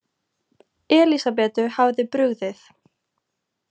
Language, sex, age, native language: Icelandic, female, 18-19, Icelandic